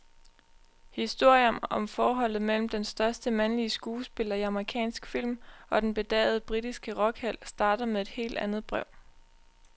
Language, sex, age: Danish, female, 20